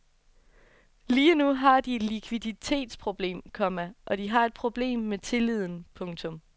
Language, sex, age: Danish, female, 24